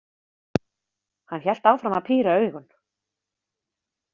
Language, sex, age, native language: Icelandic, female, 30-39, Icelandic